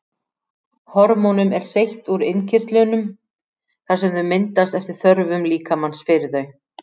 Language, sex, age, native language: Icelandic, female, 40-49, Icelandic